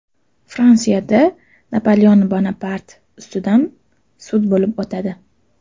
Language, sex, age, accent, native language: Uzbek, female, 12-17, Toshkent shahri, Uzbek